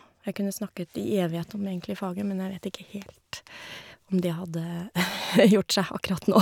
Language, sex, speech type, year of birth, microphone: Norwegian, female, spontaneous, 1970, Shure